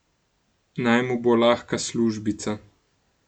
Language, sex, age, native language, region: Slovenian, male, 18-29, Slovenian, Gorenjska region